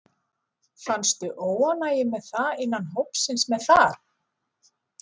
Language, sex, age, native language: Icelandic, female, 40-49, Icelandic